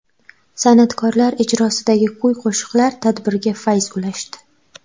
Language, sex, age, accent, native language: Uzbek, female, 12-17, Toshkent viloyati, Uzbek